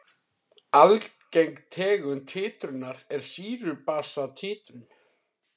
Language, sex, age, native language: Icelandic, male, 30-39, Icelandic